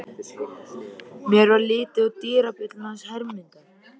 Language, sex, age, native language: Icelandic, male, 13, Icelandic